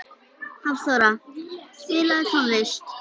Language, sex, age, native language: Icelandic, female, 11, Icelandic